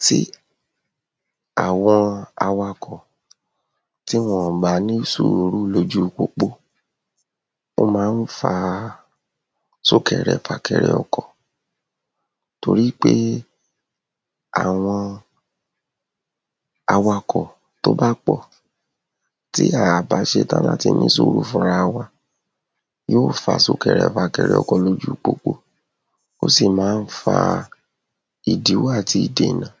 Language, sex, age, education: Yoruba, female, 30-45, secondary